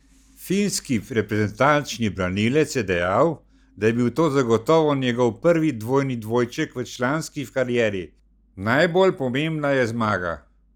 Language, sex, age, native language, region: Slovenian, male, 60+, Slovenian, Central Slovenia